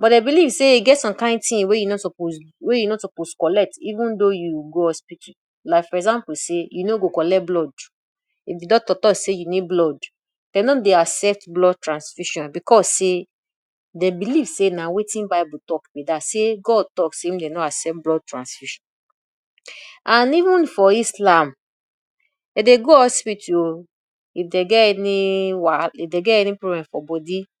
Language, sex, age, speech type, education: Nigerian Pidgin, female, 30-45, spontaneous, tertiary